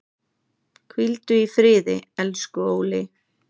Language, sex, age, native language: Icelandic, male, 9, Icelandic